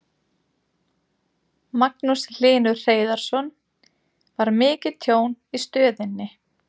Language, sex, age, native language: Icelandic, female, 30-39, Icelandic